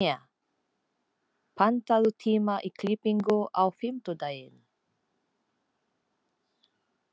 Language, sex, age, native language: Icelandic, female, 40-49, Filipino